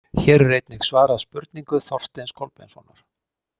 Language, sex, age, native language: Icelandic, male, 60-69, Icelandic